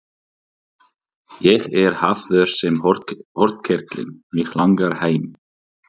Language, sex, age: Icelandic, male, 40-49